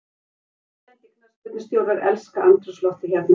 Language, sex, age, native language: Icelandic, female, 50-59, Icelandic